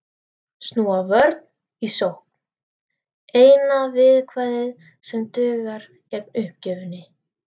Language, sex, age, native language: Icelandic, female, 13, Icelandic